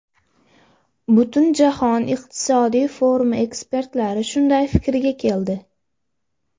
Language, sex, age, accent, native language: Uzbek, female, under 19, Andijon, Uzbek